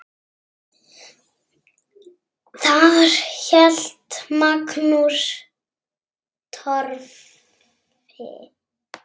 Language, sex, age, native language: Icelandic, female, 6, Icelandic